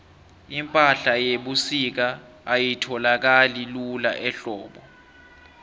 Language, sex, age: South Ndebele, male, 23